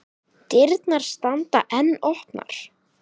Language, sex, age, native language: Icelandic, male, 9, Icelandic